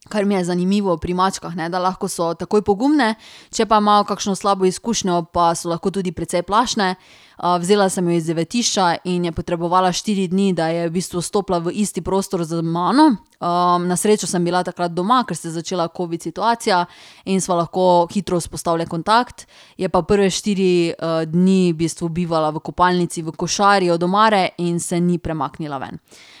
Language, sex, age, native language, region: Slovenian, female, 30-49, Slovenian, Drava region